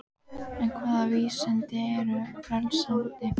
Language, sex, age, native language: Icelandic, female, 12, Icelandic